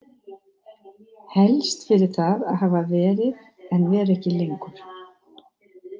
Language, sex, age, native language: Icelandic, female, 60-69, Icelandic